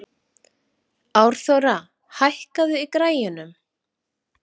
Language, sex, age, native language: Icelandic, female, 40-49, Icelandic